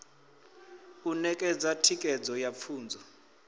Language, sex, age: Venda, male, 22